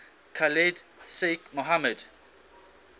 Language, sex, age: English, male, 19